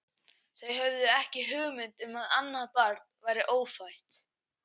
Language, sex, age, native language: Icelandic, male, 11, Icelandic